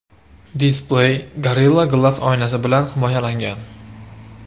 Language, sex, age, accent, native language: Uzbek, male, 18-24, Andijon, Uzbek